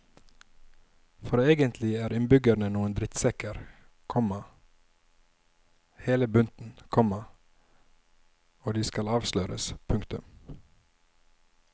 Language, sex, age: Norwegian, male, 27